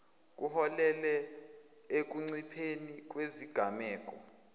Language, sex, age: Zulu, male, 21